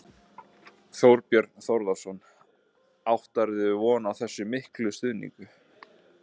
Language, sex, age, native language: Icelandic, male, 20-29, Icelandic